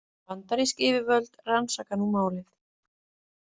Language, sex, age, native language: Icelandic, female, 40-49, Icelandic